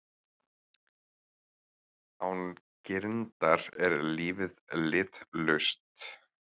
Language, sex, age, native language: Icelandic, male, 30-39, Icelandic